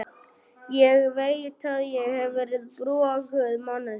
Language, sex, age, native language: Icelandic, male, 11, Icelandic